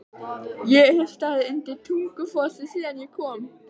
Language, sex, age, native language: Icelandic, female, 12, Icelandic